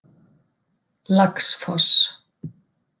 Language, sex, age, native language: Icelandic, female, 50-59, Icelandic